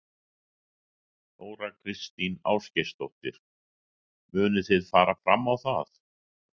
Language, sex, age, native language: Icelandic, male, 60-69, Icelandic